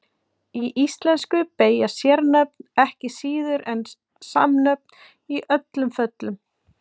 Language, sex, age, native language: Icelandic, female, 40-49, Icelandic